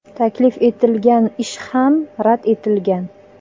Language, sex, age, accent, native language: Uzbek, female, 25-34, Toshkent viloyati, Uzbek